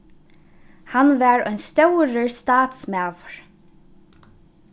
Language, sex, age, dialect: Faroese, female, 15-35, Norðuroyggjar